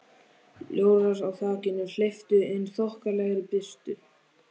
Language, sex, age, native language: Icelandic, male, 13, Icelandic